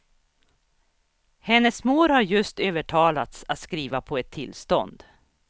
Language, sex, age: Swedish, female, 61